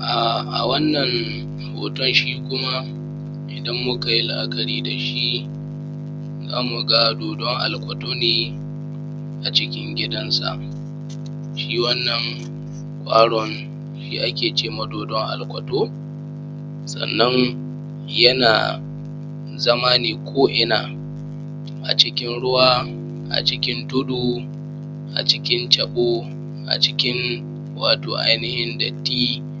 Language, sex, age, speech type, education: Hausa, male, 15-29, spontaneous, primary